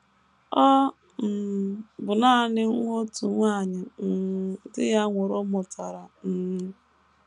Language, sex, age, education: Igbo, female, 15-29, tertiary